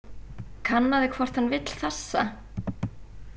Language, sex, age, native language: Icelandic, female, 20-29, Icelandic